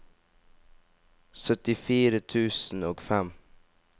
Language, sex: Norwegian, male